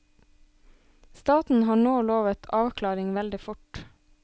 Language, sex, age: Norwegian, female, 26